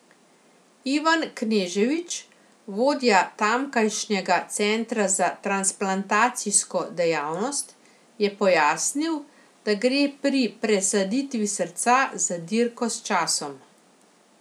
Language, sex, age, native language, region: Slovenian, female, 50-59, Slovenian, Central Slovenia